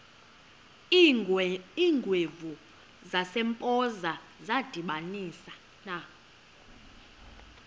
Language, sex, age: Xhosa, female, 23